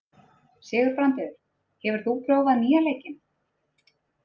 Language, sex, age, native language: Icelandic, female, 30-39, Icelandic